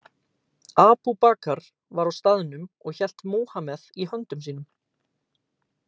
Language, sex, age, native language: Icelandic, male, 18-19, Icelandic